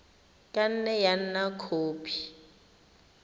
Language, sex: Tswana, female